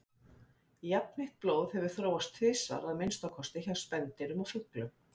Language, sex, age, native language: Icelandic, female, 50-59, Icelandic